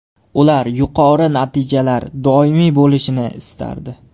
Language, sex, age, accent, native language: Uzbek, male, 18-24, Jizzax, Uzbek